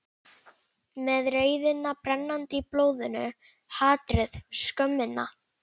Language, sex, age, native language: Icelandic, female, 11, Icelandic